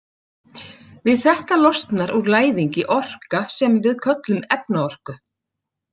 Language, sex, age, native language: Icelandic, female, 40-49, Icelandic